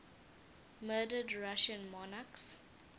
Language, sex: English, female